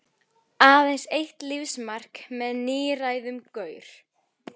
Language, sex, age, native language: Icelandic, female, 11, Icelandic